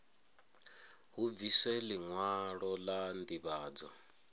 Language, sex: Venda, male